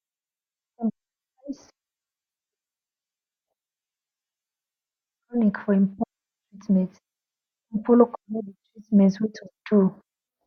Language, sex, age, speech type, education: Nigerian Pidgin, female, 30-45, spontaneous, tertiary